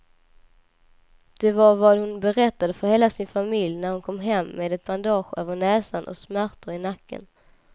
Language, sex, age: Swedish, female, 19